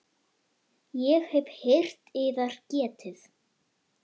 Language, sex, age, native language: Icelandic, female, 9, Icelandic